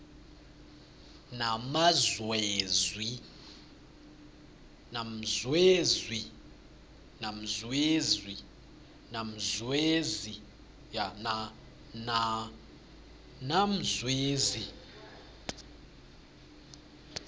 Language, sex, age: South Ndebele, male, 26